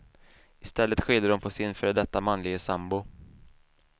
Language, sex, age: Swedish, male, 28